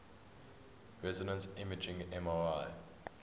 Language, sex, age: English, male, 23